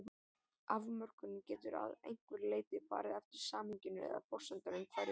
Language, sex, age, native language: Icelandic, male, 18-19, Icelandic